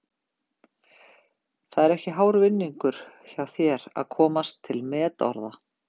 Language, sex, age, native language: Icelandic, female, 50-59, Icelandic